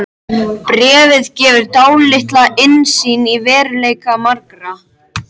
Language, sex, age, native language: Icelandic, male, 13, Icelandic